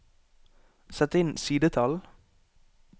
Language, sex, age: Norwegian, male, 18